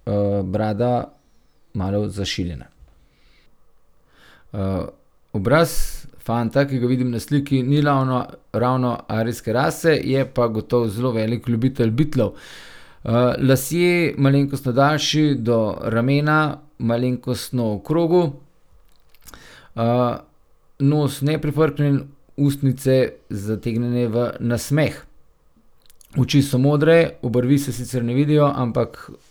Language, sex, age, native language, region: Slovenian, male, 30-49, Slovenian, Gorenjska region